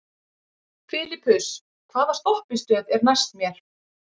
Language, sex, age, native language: Icelandic, female, 50-59, Icelandic